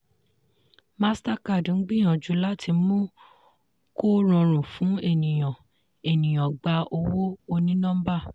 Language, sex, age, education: Yoruba, female, 15-29, tertiary